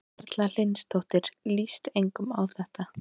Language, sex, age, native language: Icelandic, female, 18-19, Icelandic